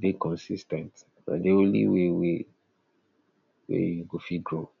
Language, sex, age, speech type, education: Nigerian Pidgin, male, 60+, spontaneous, tertiary